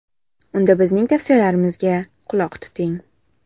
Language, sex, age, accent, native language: Uzbek, female, 18-24, Samarqand, Uzbek